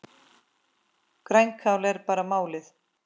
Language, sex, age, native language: Icelandic, female, 10, Icelandic